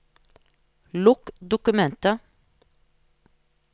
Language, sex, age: Norwegian, female, 43